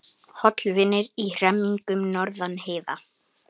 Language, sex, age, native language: Icelandic, male, 18-19, Icelandic